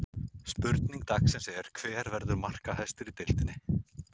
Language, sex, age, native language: Icelandic, male, 30-39, Icelandic